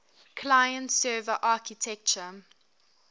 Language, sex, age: English, female, 23